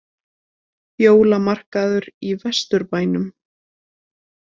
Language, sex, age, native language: Icelandic, female, 20-29, Icelandic